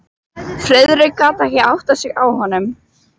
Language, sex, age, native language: Icelandic, female, 12, Icelandic